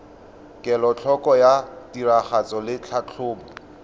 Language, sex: Tswana, male